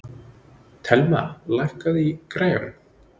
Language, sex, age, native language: Icelandic, male, 20-29, Icelandic